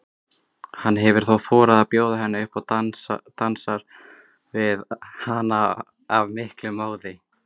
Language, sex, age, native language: Icelandic, female, 20-29, Icelandic